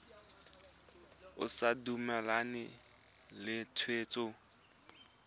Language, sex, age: Tswana, male, 20